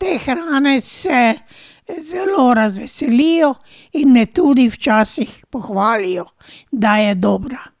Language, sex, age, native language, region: Slovenian, female, 60+, Slovenian, Drava region